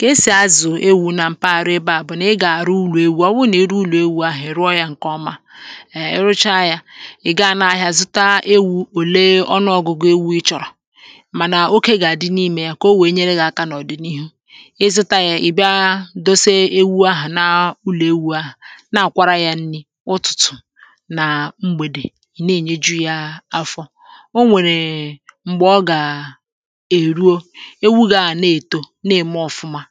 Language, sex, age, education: Igbo, female, 30-45, tertiary